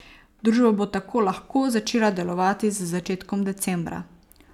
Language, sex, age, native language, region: Slovenian, female, 18-29, Slovenian, Savinja region